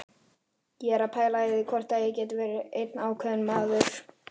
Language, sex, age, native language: Icelandic, male, 18-19, Icelandic